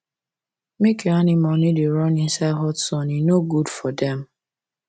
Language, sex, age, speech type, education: Nigerian Pidgin, female, 15-29, spontaneous, secondary